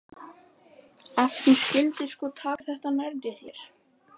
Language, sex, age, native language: Icelandic, male, 12, Icelandic